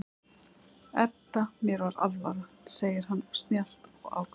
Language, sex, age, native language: Icelandic, female, 11, Icelandic